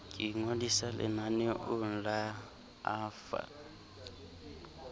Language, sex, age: Southern Sotho, male, 23